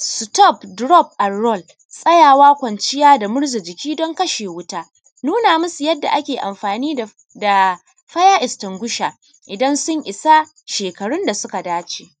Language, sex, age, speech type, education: Hausa, female, 30-45, spontaneous, primary